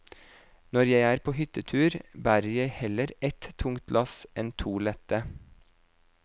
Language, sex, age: Norwegian, male, 26